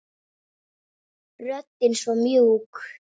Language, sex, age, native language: Icelandic, female, 8, Icelandic